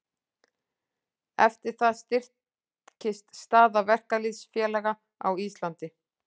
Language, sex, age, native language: Icelandic, female, 40-49, Icelandic